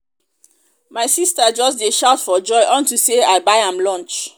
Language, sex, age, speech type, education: Nigerian Pidgin, female, 30-45, spontaneous, tertiary